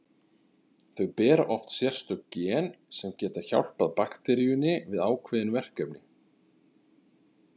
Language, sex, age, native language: Icelandic, male, 30-39, Icelandic